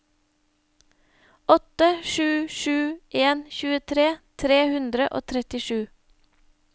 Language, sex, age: Norwegian, female, 25